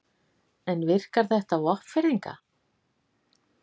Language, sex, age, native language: Icelandic, female, 50-59, Icelandic